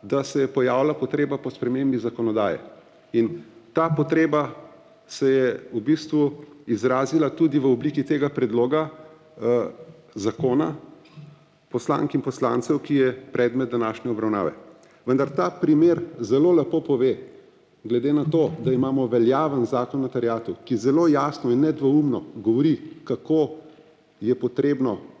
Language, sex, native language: Slovenian, male, Slovenian